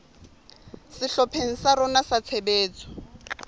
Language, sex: Southern Sotho, female